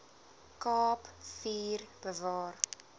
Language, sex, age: Afrikaans, female, 20